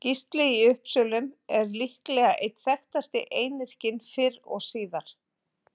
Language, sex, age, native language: Icelandic, female, 40-49, Icelandic